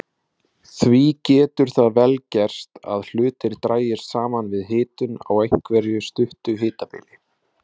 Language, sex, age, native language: Icelandic, male, 20-29, Icelandic